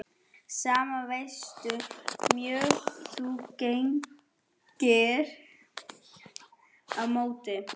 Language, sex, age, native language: Icelandic, female, 11, German